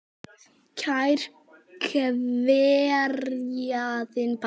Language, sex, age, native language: Icelandic, male, 8, Icelandic